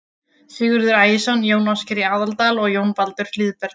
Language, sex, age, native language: Icelandic, female, 20-29, Icelandic